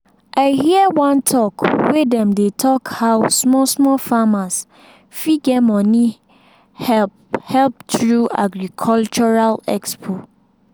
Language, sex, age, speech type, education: Nigerian Pidgin, female, 15-29, spontaneous, secondary